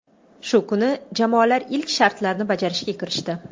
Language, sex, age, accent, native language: Uzbek, female, 25-34, Toshkent shahri, Uzbek